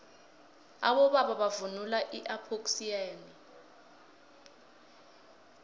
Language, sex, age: South Ndebele, female, 20